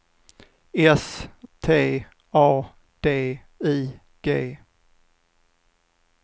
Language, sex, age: Swedish, male, 45